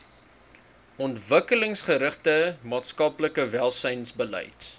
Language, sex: Afrikaans, male